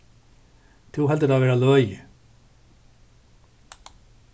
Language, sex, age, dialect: Faroese, male, 36-60, Suðurstreymoy